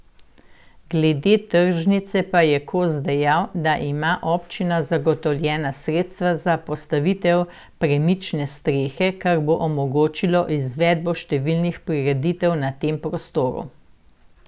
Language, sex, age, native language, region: Slovenian, female, 60+, Slovenian, Central Slovenia